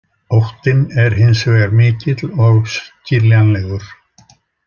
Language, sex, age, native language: Icelandic, male, 80-89, Icelandic